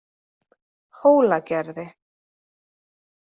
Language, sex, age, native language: Icelandic, female, 30-39, Icelandic